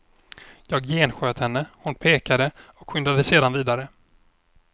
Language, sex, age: Swedish, male, 26